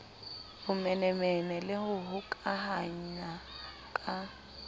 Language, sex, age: Southern Sotho, female, 25